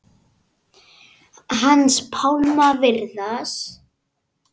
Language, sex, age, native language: Icelandic, male, 9, Icelandic